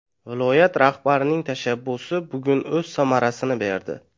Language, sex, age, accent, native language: Uzbek, male, 18-24, Navoiy, Uzbek